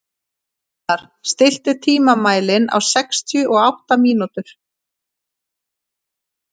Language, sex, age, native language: Icelandic, female, 30-39, Icelandic